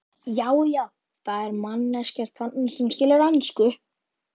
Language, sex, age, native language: Icelandic, female, 11, Icelandic